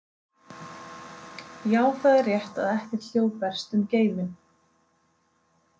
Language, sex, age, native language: Icelandic, female, 30-39, Icelandic